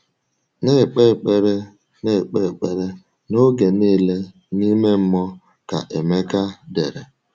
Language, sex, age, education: Igbo, male, 30-45, tertiary